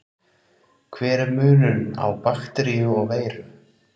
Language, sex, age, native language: Icelandic, male, 30-39, Icelandic